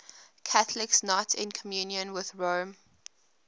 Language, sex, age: English, female, 21